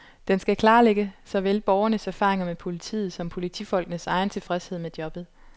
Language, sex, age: Danish, female, 25